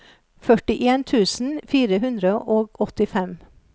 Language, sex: Norwegian, female